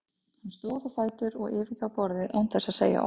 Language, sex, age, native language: Icelandic, female, 30-39, Icelandic